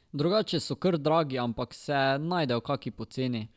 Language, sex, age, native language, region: Slovenian, male, 12-17, Slovenian, Drava region